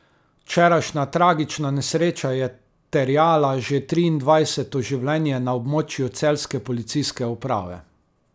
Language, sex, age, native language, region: Slovenian, male, 30-49, Slovenian, Carinthia region